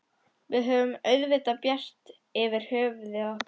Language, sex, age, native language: Icelandic, female, 11, Icelandic